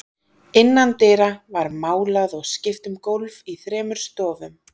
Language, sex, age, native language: Icelandic, female, 30-39, Icelandic